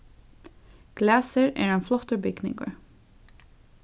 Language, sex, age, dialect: Faroese, female, 15-35, Suðurstreymoy